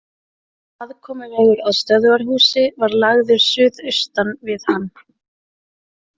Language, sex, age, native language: Icelandic, female, 20-29, Icelandic